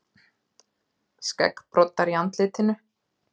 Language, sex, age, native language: Icelandic, female, 30-39, Icelandic